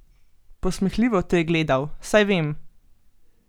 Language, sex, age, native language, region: Slovenian, female, 18-29, Slovenian, Gorenjska region